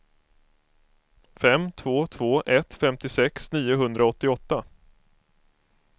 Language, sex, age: Swedish, male, 25